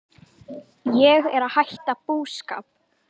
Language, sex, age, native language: Icelandic, male, 10, Icelandic